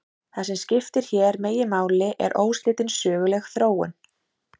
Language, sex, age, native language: Icelandic, female, 30-39, Icelandic